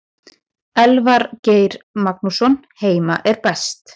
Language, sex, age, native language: Icelandic, female, 20-29, Icelandic